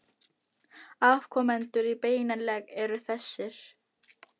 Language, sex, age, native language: Icelandic, female, 18-19, Filipino